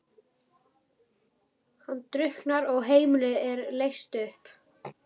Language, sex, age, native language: Icelandic, female, 11, Icelandic